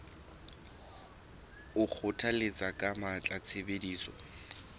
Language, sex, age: Southern Sotho, male, 21